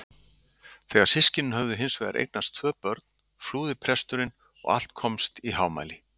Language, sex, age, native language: Icelandic, male, 60-69, Icelandic